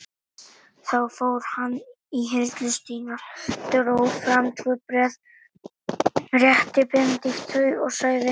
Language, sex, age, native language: Icelandic, male, 18-19, Icelandic